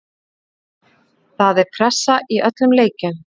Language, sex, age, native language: Icelandic, female, 30-39, Icelandic